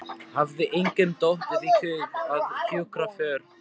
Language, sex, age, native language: Icelandic, male, 12, Icelandic